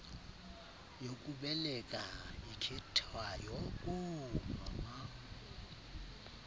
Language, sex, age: Xhosa, male, 35